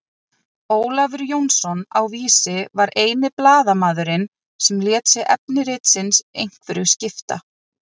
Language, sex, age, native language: Icelandic, female, 30-39, Icelandic